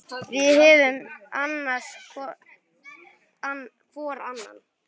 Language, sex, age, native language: Icelandic, male, 9, Icelandic